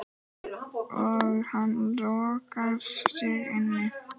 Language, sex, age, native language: Icelandic, male, 10, Icelandic